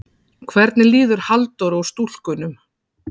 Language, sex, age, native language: Icelandic, female, 40-49, Icelandic